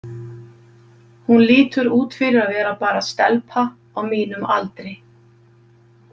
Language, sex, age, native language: Icelandic, female, 50-59, Icelandic